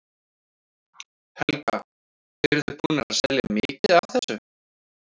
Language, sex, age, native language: Icelandic, male, 40-49, Icelandic